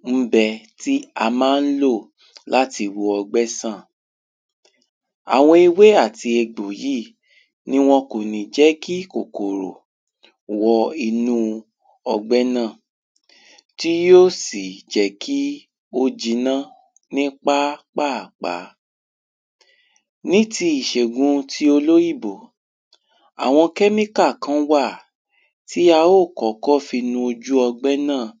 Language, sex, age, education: Yoruba, male, 15-29, tertiary